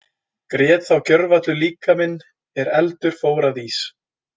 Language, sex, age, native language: Icelandic, male, 20-29, Icelandic